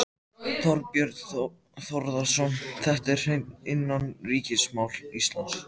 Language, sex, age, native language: Icelandic, male, 14, Icelandic